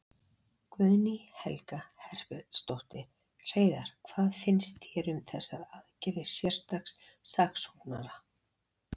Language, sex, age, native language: Icelandic, female, 40-49, Icelandic